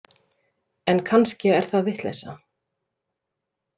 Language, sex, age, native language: Icelandic, female, 30-39, Icelandic